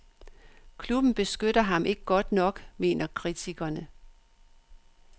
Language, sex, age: Danish, female, 62